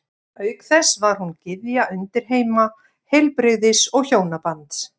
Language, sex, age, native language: Icelandic, female, 50-59, Icelandic